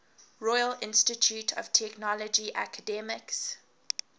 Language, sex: English, female